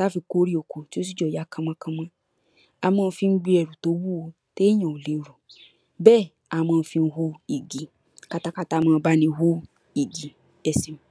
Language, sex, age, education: Yoruba, female, 15-29, tertiary